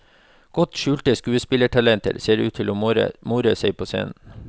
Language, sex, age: Norwegian, male, 36